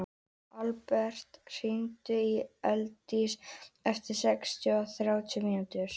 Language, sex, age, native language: Icelandic, female, 18-19, Icelandic